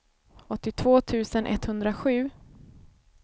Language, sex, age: Swedish, female, 24